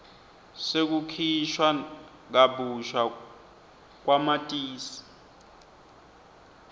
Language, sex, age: Swati, male, 20